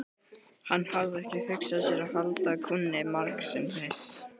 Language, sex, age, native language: Icelandic, male, 12, Icelandic